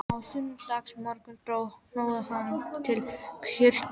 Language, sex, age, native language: Icelandic, female, 12, Icelandic